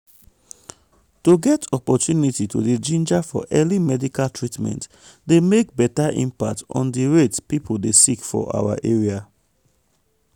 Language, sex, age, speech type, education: Nigerian Pidgin, male, 30-45, spontaneous, tertiary